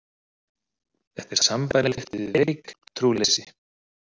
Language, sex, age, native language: Icelandic, male, 30-39, Icelandic